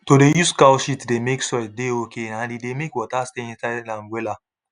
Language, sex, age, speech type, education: Nigerian Pidgin, male, 30-45, spontaneous, tertiary